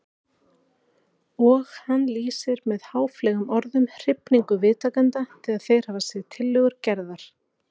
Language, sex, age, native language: Icelandic, female, 40-49, Icelandic